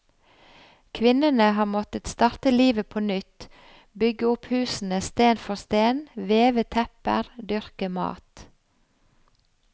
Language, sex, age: Norwegian, female, 45